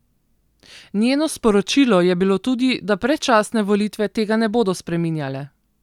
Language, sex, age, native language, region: Slovenian, female, 30-49, Slovenian, Southeast Slovenia